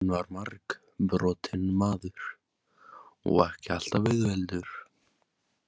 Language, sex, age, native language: Icelandic, male, 18-19, Icelandic